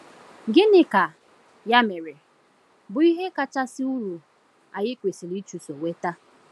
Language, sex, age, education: Igbo, female, 15-29, tertiary